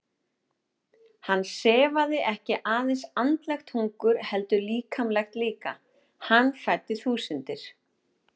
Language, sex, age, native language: Icelandic, female, 30-39, Icelandic